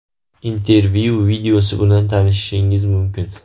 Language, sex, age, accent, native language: Uzbek, male, 18-24, Farg'ona, Uzbek